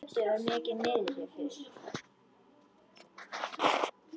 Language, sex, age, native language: Icelandic, female, 10, Icelandic